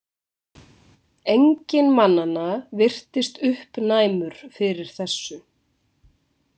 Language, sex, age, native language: Icelandic, female, 20-29, Icelandic